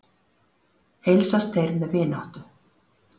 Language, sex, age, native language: Icelandic, female, 40-49, Icelandic